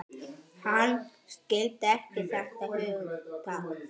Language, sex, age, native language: Icelandic, male, 10, Icelandic